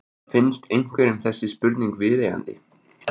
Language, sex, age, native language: Icelandic, male, 20-29, Icelandic